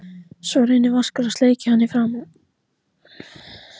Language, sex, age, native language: Icelandic, male, 14, Icelandic